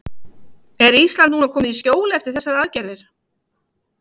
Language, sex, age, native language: Icelandic, female, 50-59, Icelandic